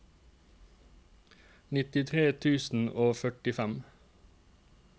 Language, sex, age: Norwegian, male, 29